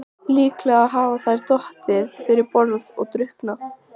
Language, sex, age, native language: Icelandic, female, 14, Icelandic